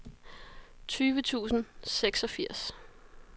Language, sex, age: Danish, female, 33